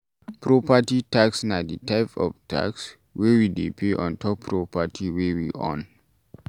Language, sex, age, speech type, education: Nigerian Pidgin, male, 15-29, read, tertiary